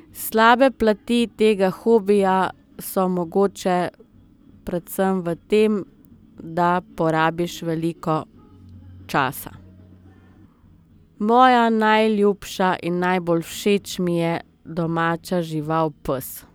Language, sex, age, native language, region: Slovenian, female, 30-49, Slovenian, Southeast Slovenia